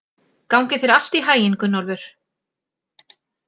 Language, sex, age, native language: Icelandic, female, 40-49, Icelandic